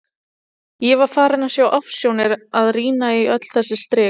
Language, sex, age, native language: Icelandic, female, 30-39, Icelandic